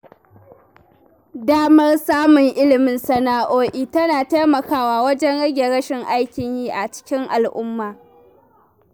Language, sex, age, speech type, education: Hausa, female, 15-29, read, primary